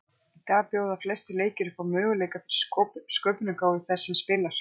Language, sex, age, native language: Icelandic, female, 50-59, Icelandic